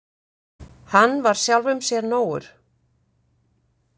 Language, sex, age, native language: Icelandic, female, 50-59, Icelandic